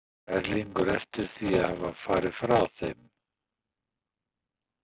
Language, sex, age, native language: Icelandic, male, 60-69, Icelandic